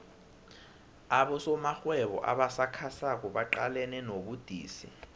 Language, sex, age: South Ndebele, male, 19